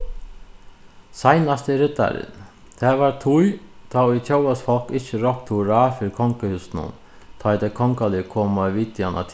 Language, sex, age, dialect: Faroese, male, 36-60, Suðuroy